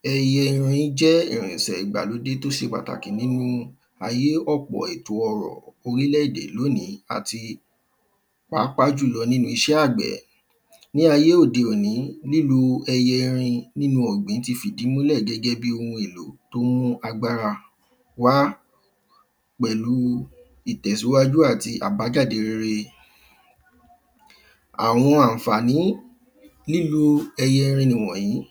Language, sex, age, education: Yoruba, male, 15-29, primary